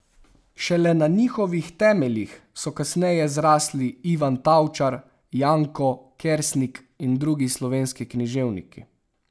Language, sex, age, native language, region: Slovenian, male, 18-29, Slovenian, Savinja region